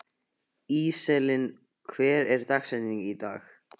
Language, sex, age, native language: Icelandic, male, 15, Icelandic